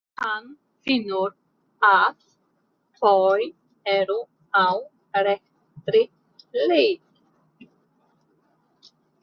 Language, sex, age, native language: Icelandic, female, 30-39, Polish